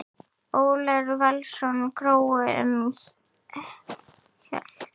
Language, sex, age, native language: Icelandic, female, 9, Icelandic